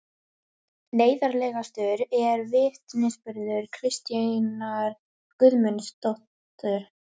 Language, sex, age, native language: Icelandic, female, 18-19, Icelandic